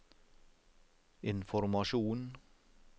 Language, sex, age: Norwegian, male, 56